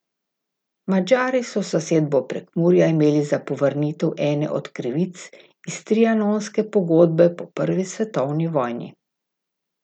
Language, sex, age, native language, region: Slovenian, female, 50-59, Slovenian, Gorica region